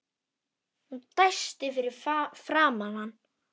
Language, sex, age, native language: Icelandic, male, 9, Icelandic